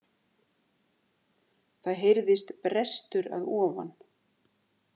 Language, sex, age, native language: Icelandic, female, 60-69, Icelandic